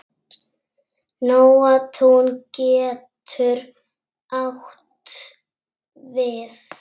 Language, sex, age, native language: Icelandic, female, 6, Icelandic